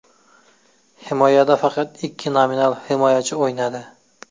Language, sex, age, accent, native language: Uzbek, male, 25-34, Jizzax, Uzbek